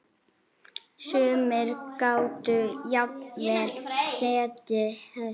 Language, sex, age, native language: Icelandic, female, 8, Icelandic